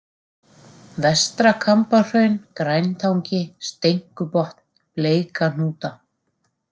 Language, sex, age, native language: Icelandic, female, 40-49, Icelandic